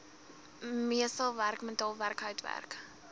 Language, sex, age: Afrikaans, female, 20